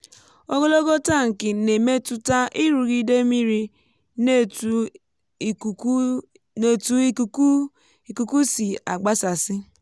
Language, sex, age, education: Igbo, female, 15-29, tertiary